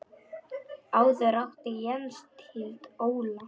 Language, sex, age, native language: Icelandic, male, 10, Polish